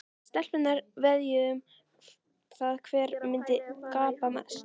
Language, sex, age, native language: Icelandic, female, 13, Icelandic